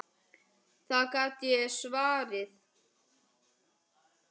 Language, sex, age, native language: Icelandic, female, 10, Icelandic